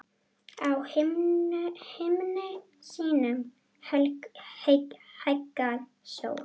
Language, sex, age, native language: Icelandic, female, 9, Icelandic